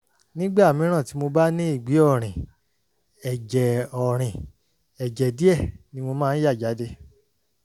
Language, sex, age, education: Yoruba, male, 30-45, tertiary